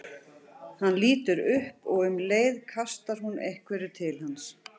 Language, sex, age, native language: Icelandic, male, 40-49, Icelandic